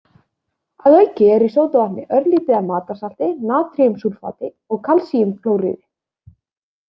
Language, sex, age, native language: Icelandic, female, 20-29, Icelandic